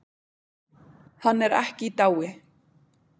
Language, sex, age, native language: Icelandic, female, 20-29, Icelandic